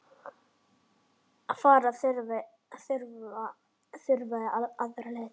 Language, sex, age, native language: Icelandic, male, 10, Icelandic